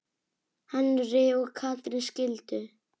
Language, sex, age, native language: Icelandic, female, 8, Icelandic